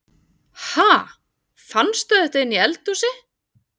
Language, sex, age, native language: Icelandic, female, 40-49, Icelandic